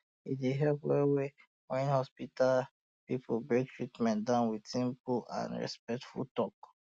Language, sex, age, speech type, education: Nigerian Pidgin, male, 15-29, spontaneous, tertiary